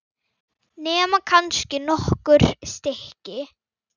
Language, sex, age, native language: Icelandic, female, 9, Icelandic